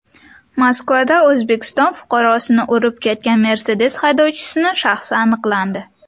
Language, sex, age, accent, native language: Uzbek, female, under 19, Sirdaryo, Uzbek